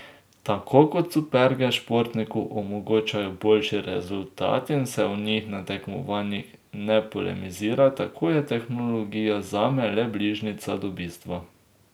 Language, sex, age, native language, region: Slovenian, male, 18-29, Slovenian, Drava region